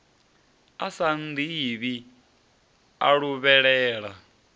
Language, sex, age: Venda, male, 30